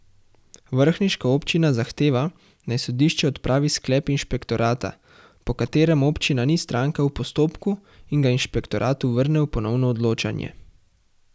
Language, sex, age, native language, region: Slovenian, male, 18-29, Slovenian, Central Slovenia